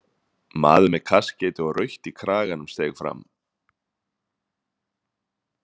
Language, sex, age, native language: Icelandic, male, 30-39, Icelandic